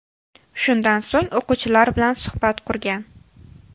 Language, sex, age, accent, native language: Uzbek, female, 18-24, Xorazm, Uzbek